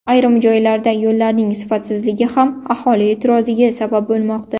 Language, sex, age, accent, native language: Uzbek, female, 18-24, Buxoro, Uzbek